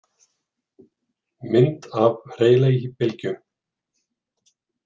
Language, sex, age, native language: Icelandic, male, 40-49, Icelandic